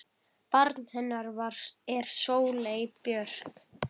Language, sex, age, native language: Icelandic, female, 10, Icelandic